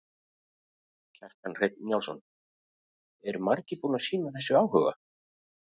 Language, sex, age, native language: Icelandic, male, 50-59, Icelandic